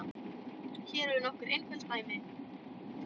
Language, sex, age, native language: Icelandic, male, 10, Icelandic